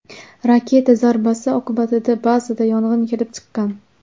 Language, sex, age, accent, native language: Uzbek, female, under 19, Andijon, Uzbek